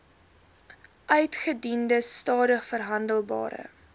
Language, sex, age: Afrikaans, female, 18